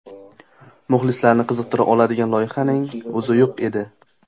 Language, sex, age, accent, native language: Uzbek, male, 18-24, Qashqadaryo, Uzbek